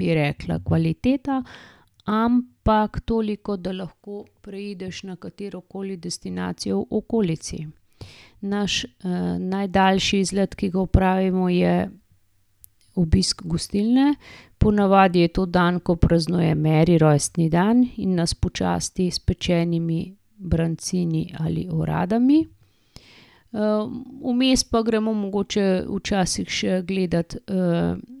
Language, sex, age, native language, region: Slovenian, female, 50-59, Slovenian, Gorenjska region